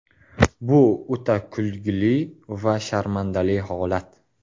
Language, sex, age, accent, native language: Uzbek, male, 18-24, Qashqadaryo, Uzbek